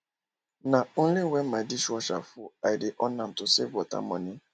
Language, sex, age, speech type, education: Nigerian Pidgin, male, 15-29, spontaneous, tertiary